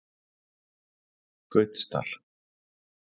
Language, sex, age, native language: Icelandic, male, 40-49, Icelandic